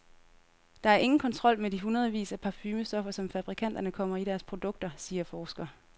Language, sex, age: Danish, female, 30